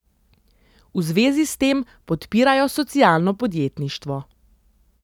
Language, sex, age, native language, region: Slovenian, female, 30-49, Slovenian, Central Slovenia